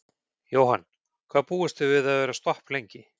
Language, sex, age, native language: Icelandic, male, 40-49, Icelandic